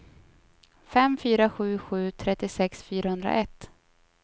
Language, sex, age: Swedish, female, 24